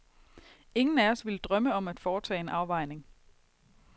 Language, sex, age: Danish, female, 22